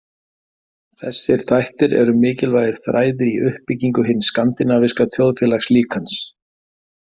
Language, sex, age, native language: Icelandic, male, 50-59, Icelandic